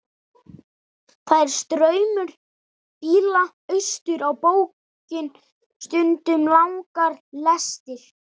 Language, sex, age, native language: Icelandic, male, 11, Icelandic